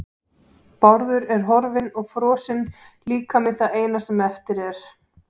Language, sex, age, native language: Icelandic, female, 18-19, Icelandic